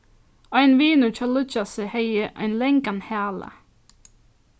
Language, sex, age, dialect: Faroese, female, 15-35, Norðurstreymoy/Eysturoy